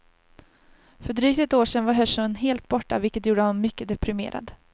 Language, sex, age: Swedish, female, 30